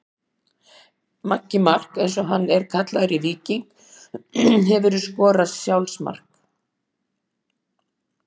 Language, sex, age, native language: Icelandic, female, 60-69, Icelandic